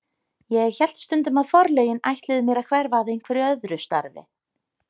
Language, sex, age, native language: Icelandic, female, 30-39, Icelandic